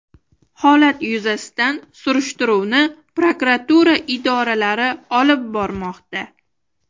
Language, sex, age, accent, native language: Uzbek, female, 25-34, Toshkent shahri, Uzbek